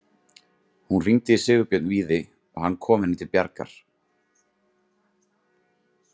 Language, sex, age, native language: Icelandic, male, 30-39, Icelandic